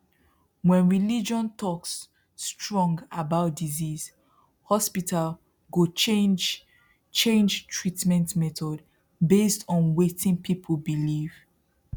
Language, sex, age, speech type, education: Nigerian Pidgin, female, 15-29, spontaneous, tertiary